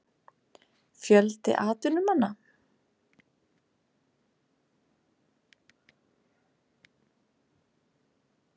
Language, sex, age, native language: Icelandic, female, 30-39, Icelandic